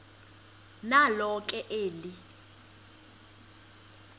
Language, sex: Xhosa, female